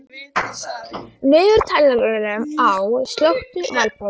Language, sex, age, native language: Icelandic, female, 13, Icelandic